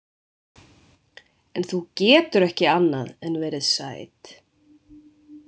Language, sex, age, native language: Icelandic, female, 20-29, Icelandic